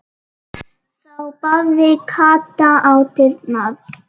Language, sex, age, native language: Icelandic, female, 7, Icelandic